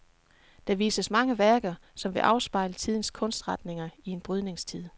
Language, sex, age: Danish, female, 36